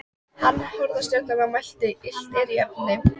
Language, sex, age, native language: Icelandic, female, 14, Icelandic